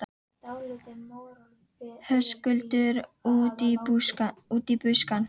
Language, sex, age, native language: Icelandic, female, 12, Icelandic